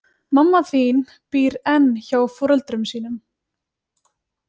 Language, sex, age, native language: Icelandic, female, 20-29, Icelandic